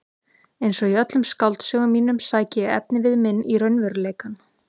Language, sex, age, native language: Icelandic, female, 30-39, Icelandic